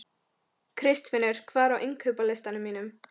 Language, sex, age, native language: Icelandic, female, 13, Icelandic